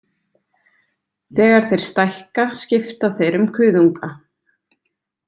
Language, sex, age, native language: Icelandic, female, 20-29, Icelandic